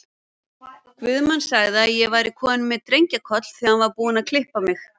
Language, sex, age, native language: Icelandic, female, 40-49, Icelandic